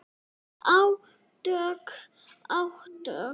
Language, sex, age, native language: Icelandic, male, 6, Icelandic